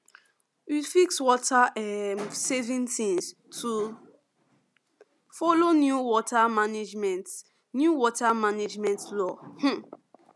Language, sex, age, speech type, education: Nigerian Pidgin, female, 15-29, spontaneous, secondary